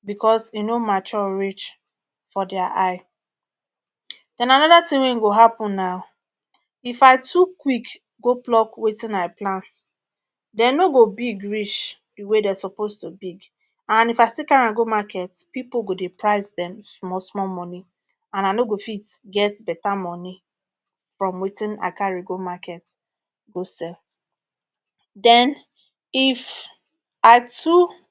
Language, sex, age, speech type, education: Nigerian Pidgin, female, 30-45, spontaneous, tertiary